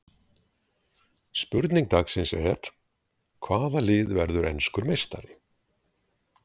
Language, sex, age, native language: Icelandic, male, 60-69, Icelandic